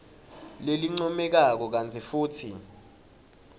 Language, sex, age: Swati, male, 21